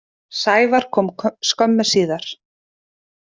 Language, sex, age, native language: Icelandic, female, 30-39, Icelandic